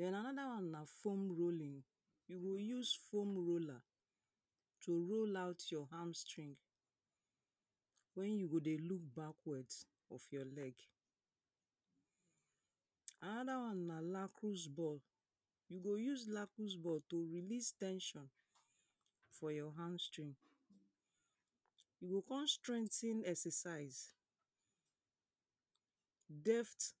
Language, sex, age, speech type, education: Nigerian Pidgin, female, 30-45, spontaneous, secondary